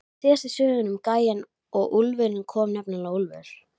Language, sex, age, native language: Icelandic, female, 11, Icelandic